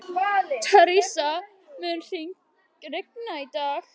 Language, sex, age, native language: Icelandic, other, 12, Icelandic